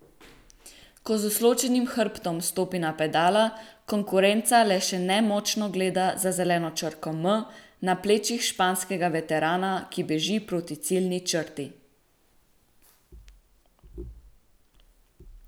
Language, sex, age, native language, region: Slovenian, female, 18-29, Slovenian, Central Slovenia